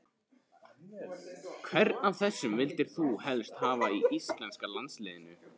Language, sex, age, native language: Icelandic, male, 15, Icelandic